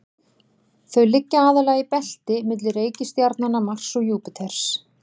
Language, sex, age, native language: Icelandic, female, 40-49, Icelandic